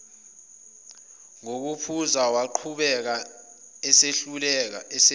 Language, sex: Zulu, male